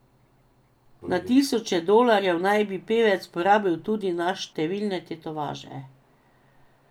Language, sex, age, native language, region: Slovenian, female, 50-59, Slovenian, Drava region